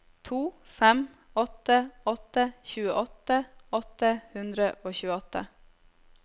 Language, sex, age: Norwegian, female, 26